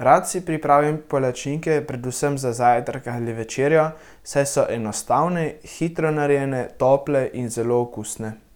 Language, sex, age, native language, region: Slovenian, male, 18-29, Slovenian, Central Slovenia